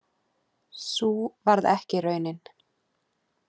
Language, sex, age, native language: Icelandic, female, 30-39, Icelandic